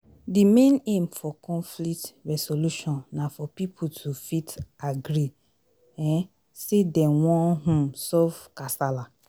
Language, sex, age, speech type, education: Nigerian Pidgin, female, 30-45, spontaneous, tertiary